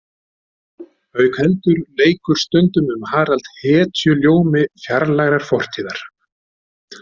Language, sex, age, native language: Icelandic, male, 60-69, Icelandic